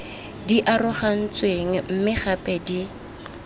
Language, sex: Tswana, female